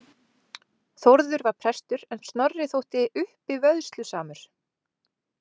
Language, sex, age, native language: Icelandic, female, 20-29, Icelandic